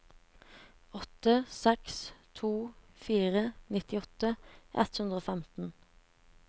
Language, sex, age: Norwegian, female, 17